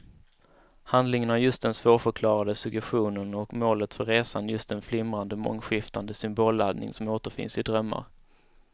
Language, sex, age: Swedish, male, 19